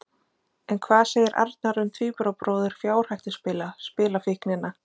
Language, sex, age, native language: Icelandic, female, 20-29, Icelandic